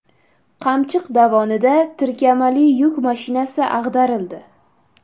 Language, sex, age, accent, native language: Uzbek, female, 18-24, Toshkent shahri, Uzbek